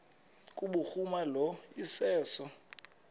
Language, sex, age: Xhosa, male, 20